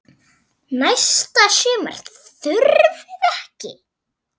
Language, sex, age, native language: Icelandic, female, 7, Icelandic